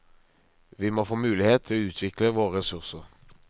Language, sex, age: Norwegian, male, 23